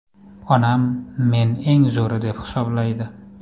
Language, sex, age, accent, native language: Uzbek, male, 25-34, Farg'ona, Uzbek